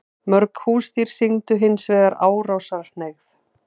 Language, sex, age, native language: Icelandic, female, 40-49, Icelandic